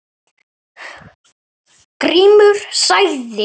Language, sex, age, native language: Icelandic, male, 8, Icelandic